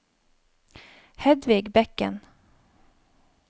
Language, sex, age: Norwegian, female, 31